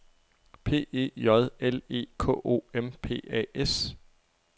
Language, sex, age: Danish, male, 23